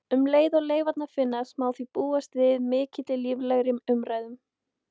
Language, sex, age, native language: Icelandic, female, 18-19, Icelandic